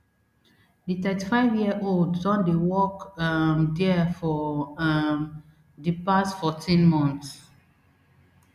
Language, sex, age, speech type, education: Nigerian Pidgin, female, 30-45, spontaneous, tertiary